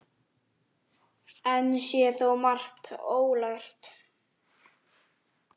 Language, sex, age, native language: Icelandic, female, 9, Icelandic